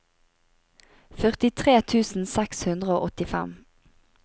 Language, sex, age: Norwegian, female, 25